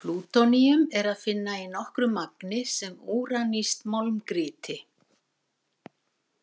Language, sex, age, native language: Icelandic, female, 60-69, Icelandic